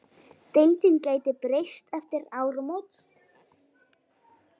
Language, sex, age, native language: Icelandic, female, 9, Icelandic